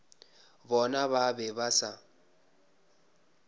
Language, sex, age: Northern Sotho, male, 26